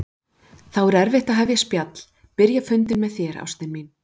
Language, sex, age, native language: Icelandic, female, 40-49, Icelandic